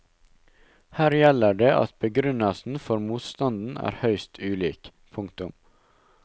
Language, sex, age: Norwegian, male, 19